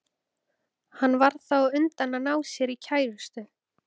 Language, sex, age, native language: Icelandic, female, 14, Icelandic